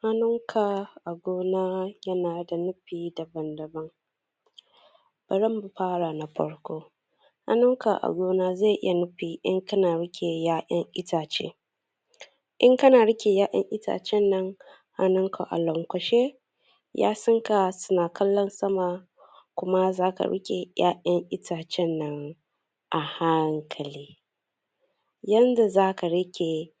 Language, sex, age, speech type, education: Hausa, female, 15-29, spontaneous, tertiary